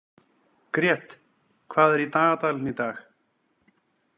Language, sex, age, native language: Icelandic, male, 40-49, Icelandic